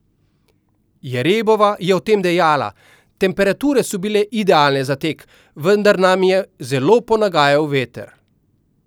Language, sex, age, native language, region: Slovenian, male, 50-59, Slovenian, Central Slovenia